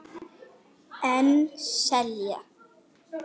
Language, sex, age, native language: Icelandic, female, 8, Icelandic